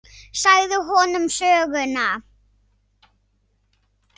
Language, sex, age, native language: Icelandic, female, 6, Icelandic